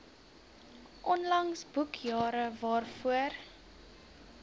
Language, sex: Afrikaans, female